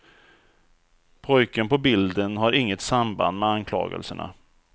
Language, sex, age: Swedish, male, 34